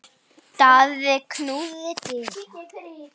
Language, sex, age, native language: Icelandic, female, 9, Icelandic